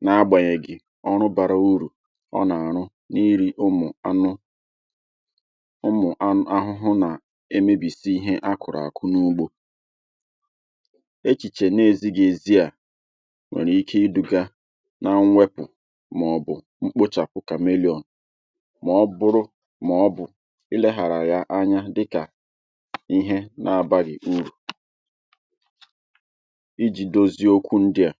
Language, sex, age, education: Igbo, male, 30-45, tertiary